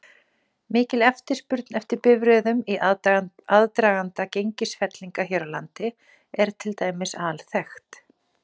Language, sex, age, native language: Icelandic, female, 40-49, Icelandic